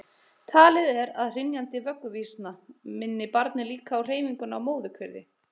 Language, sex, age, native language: Icelandic, male, 30-39, Icelandic